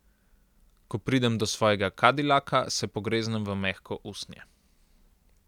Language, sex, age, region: Slovenian, male, 18-29, Central Slovenia